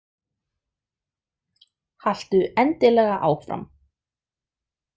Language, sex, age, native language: Icelandic, female, 30-39, Icelandic